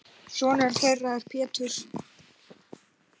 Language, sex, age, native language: Icelandic, male, 10, Icelandic